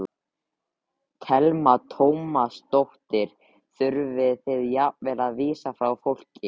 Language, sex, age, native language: Icelandic, male, 13, Icelandic